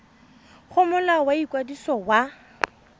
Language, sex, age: Tswana, female, 31